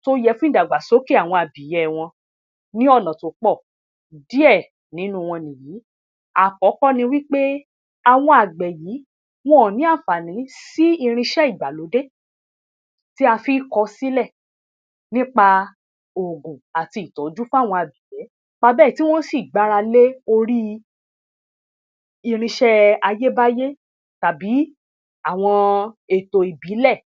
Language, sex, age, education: Yoruba, female, 30-45, tertiary